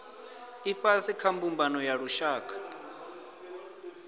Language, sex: Venda, male